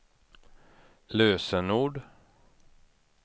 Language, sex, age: Swedish, male, 32